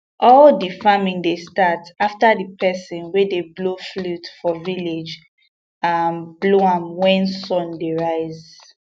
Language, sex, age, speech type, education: Nigerian Pidgin, female, 15-29, spontaneous, tertiary